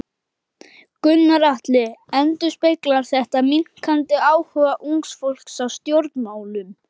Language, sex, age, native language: Icelandic, male, 11, Icelandic